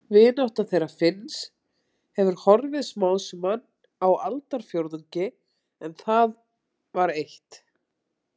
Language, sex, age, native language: Icelandic, female, 30-39, Icelandic